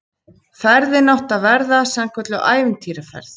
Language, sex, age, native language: Icelandic, female, 50-59, Icelandic